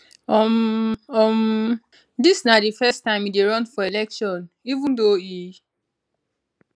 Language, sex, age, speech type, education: Nigerian Pidgin, female, 15-29, spontaneous, tertiary